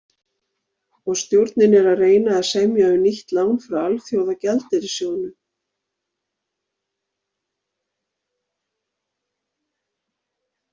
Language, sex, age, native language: Icelandic, female, 50-59, Icelandic